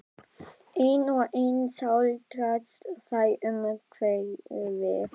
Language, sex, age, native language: Icelandic, female, 12, Icelandic